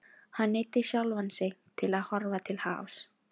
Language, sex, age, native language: Icelandic, female, 16, Filipino